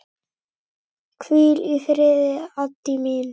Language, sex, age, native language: Icelandic, male, 8, Icelandic